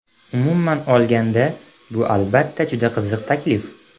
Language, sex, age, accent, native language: Uzbek, male, 18-24, Andijon, Uzbek